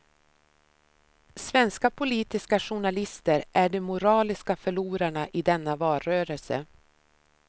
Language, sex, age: Swedish, female, 53